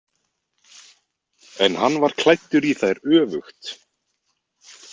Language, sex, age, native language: Icelandic, male, 20-29, Icelandic